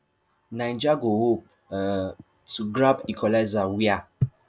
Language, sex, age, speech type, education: Nigerian Pidgin, male, 15-29, spontaneous, tertiary